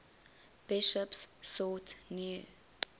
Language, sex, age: English, female, 20